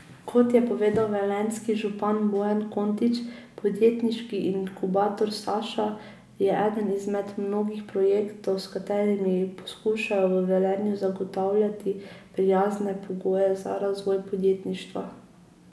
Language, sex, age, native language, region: Slovenian, female, 18-29, Slovenian, Drava region